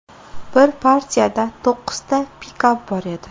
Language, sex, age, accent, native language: Uzbek, female, 18-24, Farg'ona, Uzbek